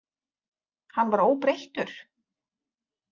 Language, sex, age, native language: Icelandic, female, 40-49, Icelandic